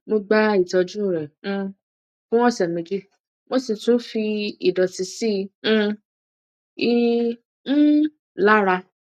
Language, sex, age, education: Yoruba, female, 30-45, tertiary